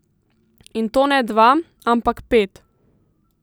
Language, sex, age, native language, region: Slovenian, female, 18-29, Slovenian, Central Slovenia